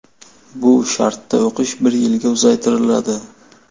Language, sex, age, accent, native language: Uzbek, male, 12-17, Samarqand, Uzbek